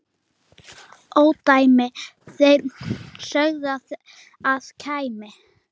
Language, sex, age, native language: Icelandic, female, 9, Icelandic